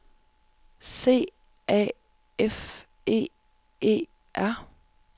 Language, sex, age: Danish, female, 25